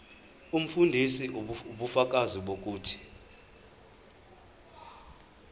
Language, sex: Zulu, male